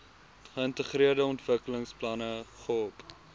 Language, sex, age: Afrikaans, male, 19